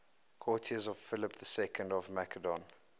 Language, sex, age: English, male, 22